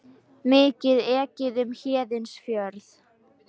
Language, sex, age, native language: Icelandic, female, 18-19, Icelandic